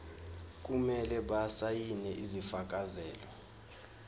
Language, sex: Zulu, male